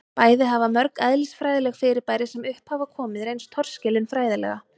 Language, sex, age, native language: Icelandic, female, 30-39, Icelandic